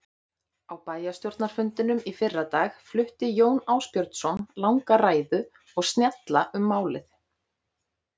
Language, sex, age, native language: Icelandic, female, 30-39, Icelandic